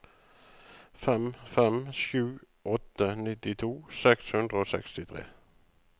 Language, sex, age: Norwegian, male, 35